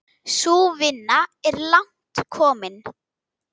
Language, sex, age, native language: Icelandic, female, 10, Icelandic